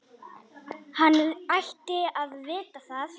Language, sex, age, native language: Icelandic, female, 10, Icelandic